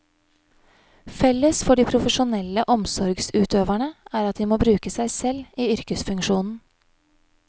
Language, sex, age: Norwegian, female, 31